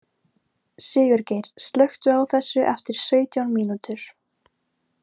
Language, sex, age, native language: Icelandic, female, 18-19, Icelandic